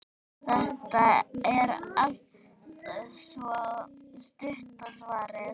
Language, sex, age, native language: Icelandic, female, 9, Icelandic